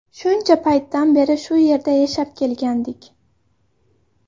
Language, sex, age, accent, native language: Uzbek, female, 18-24, Farg'ona, Uzbek